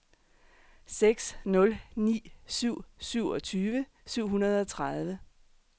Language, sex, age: Danish, female, 39